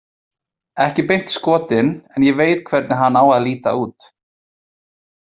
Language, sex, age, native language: Icelandic, male, 20-29, Icelandic